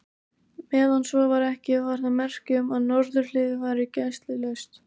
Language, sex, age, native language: Icelandic, female, 18-19, Icelandic